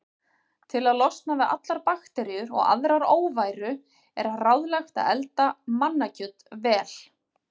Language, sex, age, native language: Icelandic, female, 40-49, Icelandic